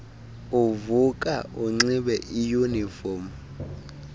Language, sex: Xhosa, male